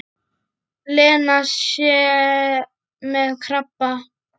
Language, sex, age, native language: Icelandic, male, 8, Icelandic